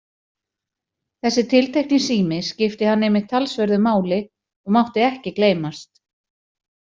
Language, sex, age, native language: Icelandic, female, 40-49, Icelandic